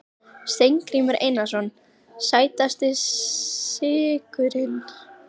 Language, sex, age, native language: Icelandic, female, 12, Icelandic